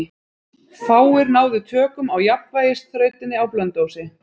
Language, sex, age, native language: Icelandic, female, 30-39, Icelandic